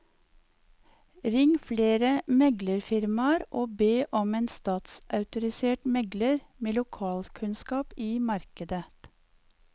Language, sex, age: Norwegian, female, 54